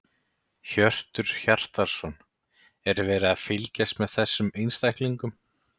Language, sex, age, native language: Icelandic, male, 30-39, Icelandic